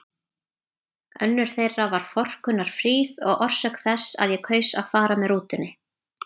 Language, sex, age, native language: Icelandic, female, 30-39, Icelandic